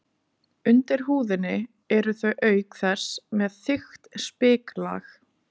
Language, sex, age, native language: Icelandic, female, 20-29, Icelandic